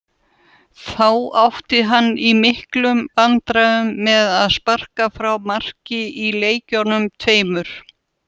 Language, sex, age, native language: Icelandic, female, 70-79, Russian